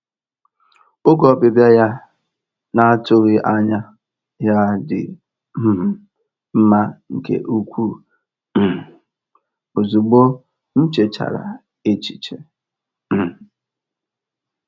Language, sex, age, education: Igbo, male, 15-29, tertiary